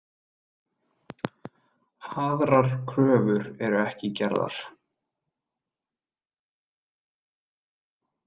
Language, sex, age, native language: Icelandic, male, 30-39, Icelandic